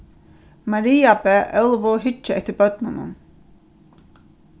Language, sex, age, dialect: Faroese, female, 36-60, Norðurstreymoy/Eysturoy